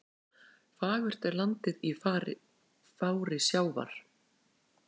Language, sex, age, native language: Icelandic, female, 40-49, Icelandic